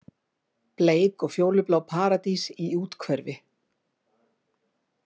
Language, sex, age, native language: Icelandic, female, 50-59, Icelandic